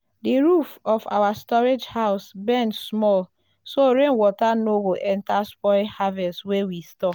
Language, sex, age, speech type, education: Nigerian Pidgin, female, 30-45, spontaneous, tertiary